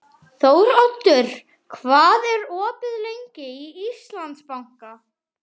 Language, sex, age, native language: Icelandic, male, 12, Icelandic